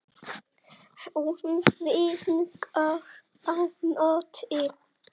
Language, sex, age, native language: Icelandic, male, 7, Icelandic